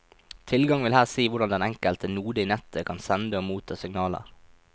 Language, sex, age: Norwegian, male, 23